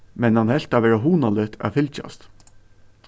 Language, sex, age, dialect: Faroese, male, 15-35, Suðurstreymoy